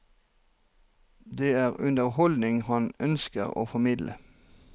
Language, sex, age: Norwegian, male, 43